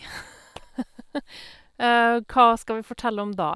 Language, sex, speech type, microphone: Norwegian, female, spontaneous, Sennheiser